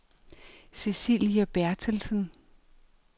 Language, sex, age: Danish, female, 45